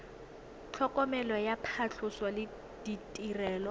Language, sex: Tswana, female